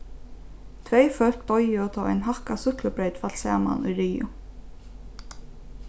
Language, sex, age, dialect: Faroese, female, 15-35, Norðurstreymoy/Eysturoy